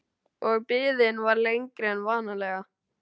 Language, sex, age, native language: Icelandic, male, 12, Icelandic